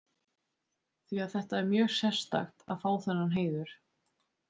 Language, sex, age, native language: Icelandic, female, 20-29, Icelandic